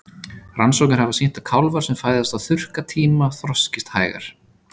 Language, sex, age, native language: Icelandic, male, 30-39, Icelandic